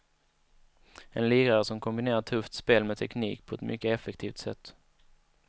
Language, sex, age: Swedish, male, 19